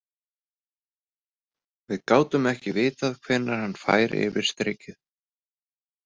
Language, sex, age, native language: Icelandic, male, 30-39, Icelandic